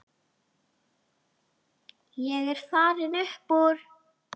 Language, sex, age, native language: Icelandic, female, 8, Icelandic